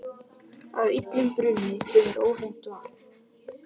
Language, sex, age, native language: Icelandic, male, 18-19, Icelandic